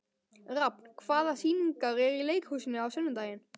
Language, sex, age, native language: Icelandic, male, 12, Icelandic